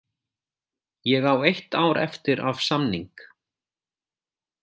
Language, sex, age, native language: Icelandic, male, 40-49, Icelandic